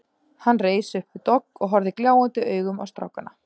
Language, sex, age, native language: Icelandic, female, 30-39, Icelandic